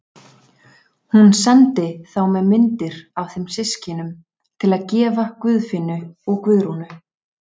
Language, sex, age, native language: Icelandic, female, 30-39, Icelandic